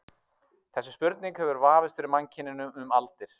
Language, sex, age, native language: Icelandic, male, 30-39, Icelandic